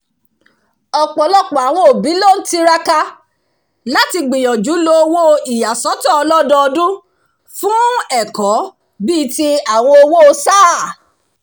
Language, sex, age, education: Yoruba, female, 46-60, tertiary